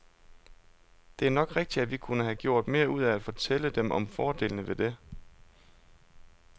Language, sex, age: Danish, male, 32